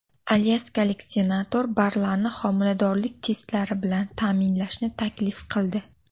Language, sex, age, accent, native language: Uzbek, female, under 19, Toshkent viloyati, Uzbek